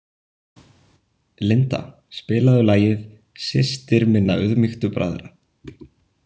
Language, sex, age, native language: Icelandic, male, 20-29, Icelandic